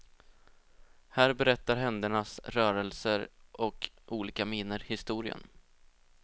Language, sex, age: Swedish, male, 20